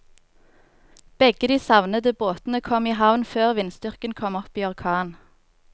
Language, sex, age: Norwegian, female, 24